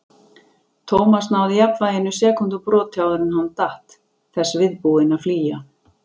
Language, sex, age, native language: Icelandic, female, 40-49, Icelandic